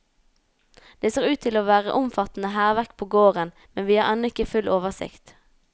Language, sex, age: Norwegian, female, 19